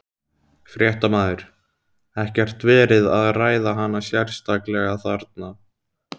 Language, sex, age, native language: Icelandic, male, 17, Icelandic